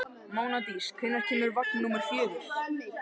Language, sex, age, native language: Icelandic, male, 13, Icelandic